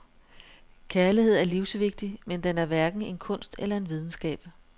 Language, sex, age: Danish, female, 42